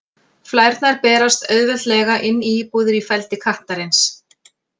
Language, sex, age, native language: Icelandic, female, 40-49, Icelandic